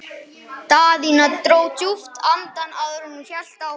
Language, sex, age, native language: Icelandic, male, 11, Icelandic